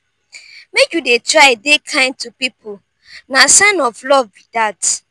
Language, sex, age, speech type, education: Nigerian Pidgin, female, 15-29, spontaneous, tertiary